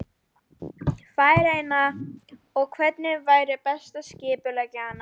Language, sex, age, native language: Icelandic, female, 12, Icelandic